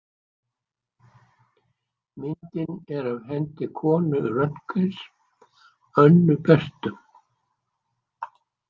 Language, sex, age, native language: Icelandic, male, 60-69, Icelandic